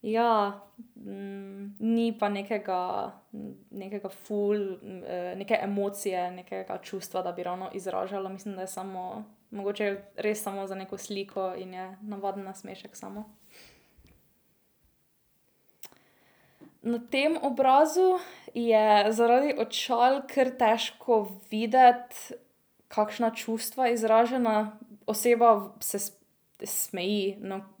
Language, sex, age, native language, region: Slovenian, female, 18-29, Slovenian, Drava region